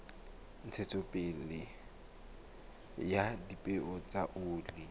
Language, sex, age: Southern Sotho, male, 19